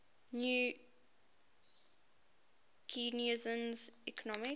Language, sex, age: English, female, 18